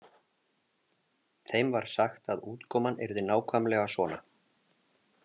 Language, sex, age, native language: Icelandic, male, 40-49, Icelandic